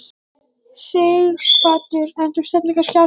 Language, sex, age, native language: Icelandic, male, 11, Icelandic